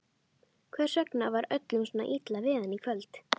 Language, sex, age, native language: Icelandic, female, 12, Icelandic